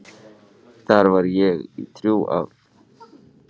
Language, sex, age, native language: Icelandic, male, 18-19, Icelandic